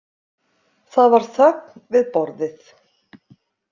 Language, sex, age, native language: Icelandic, female, 50-59, Icelandic